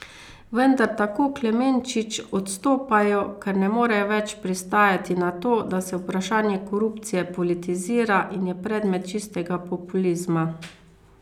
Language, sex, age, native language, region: Slovenian, female, 50-59, Slovenian, Carinthia region